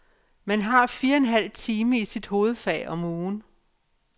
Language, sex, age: Danish, female, 57